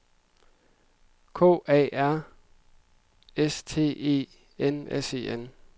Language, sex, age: Danish, male, 26